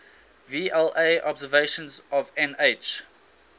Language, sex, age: English, male, 19